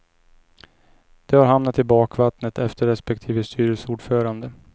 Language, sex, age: Swedish, male, 29